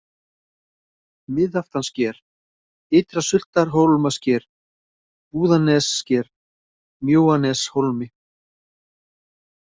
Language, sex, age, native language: Icelandic, male, 50-59, Icelandic